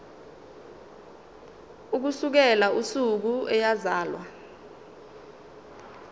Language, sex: Zulu, female